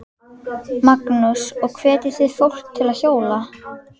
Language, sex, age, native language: Icelandic, female, 11, Icelandic